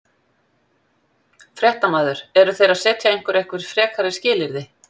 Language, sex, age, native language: Icelandic, female, 50-59, Icelandic